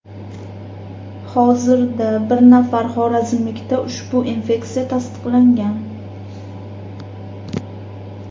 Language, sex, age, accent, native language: Uzbek, female, 18-24, Farg'ona, Uzbek